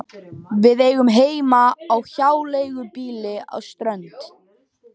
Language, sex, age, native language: Icelandic, male, 12, Icelandic